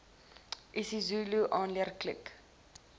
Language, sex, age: Afrikaans, female, 20